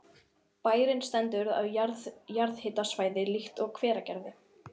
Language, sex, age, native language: Icelandic, female, 11, Icelandic